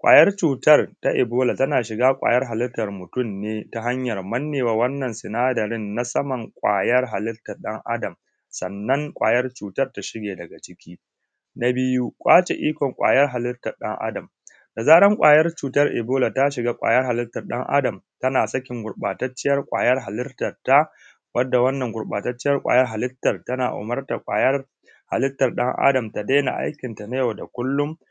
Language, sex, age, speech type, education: Hausa, male, 15-29, spontaneous, tertiary